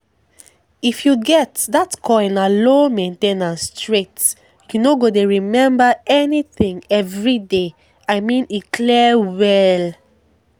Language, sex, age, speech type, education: Nigerian Pidgin, female, 15-29, spontaneous, secondary